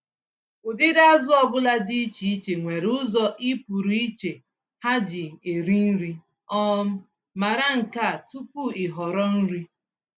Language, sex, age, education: Igbo, female, 15-29, tertiary